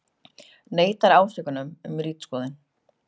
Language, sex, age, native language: Icelandic, female, 30-39, Icelandic